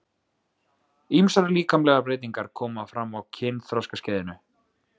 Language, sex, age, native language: Icelandic, male, 20-29, Icelandic